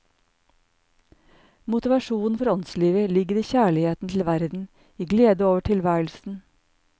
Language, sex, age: Norwegian, male, 54